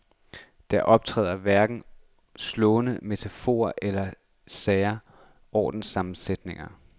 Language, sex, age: Danish, male, 26